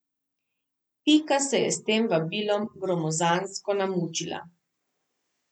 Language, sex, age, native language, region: Slovenian, female, 30-49, Slovenian, Southeast Slovenia